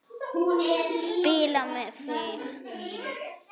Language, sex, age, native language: Icelandic, female, 7, Icelandic